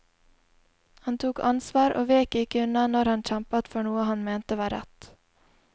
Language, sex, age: Norwegian, female, 20